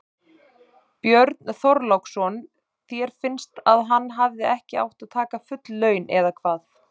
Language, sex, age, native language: Icelandic, male, 30-39, Icelandic